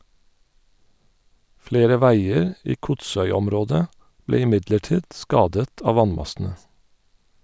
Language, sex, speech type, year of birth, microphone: Norwegian, male, read, 1972, Sennheiser